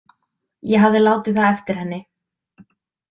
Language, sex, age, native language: Icelandic, female, 20-29, Icelandic